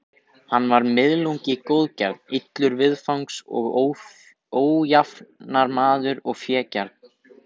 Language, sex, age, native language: Icelandic, male, 18-19, Icelandic